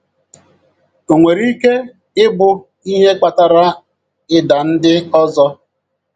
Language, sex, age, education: Igbo, male, 46-60, tertiary